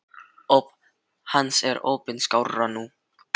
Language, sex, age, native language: Icelandic, male, 12, Filipino